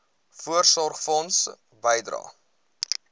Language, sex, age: Afrikaans, male, 20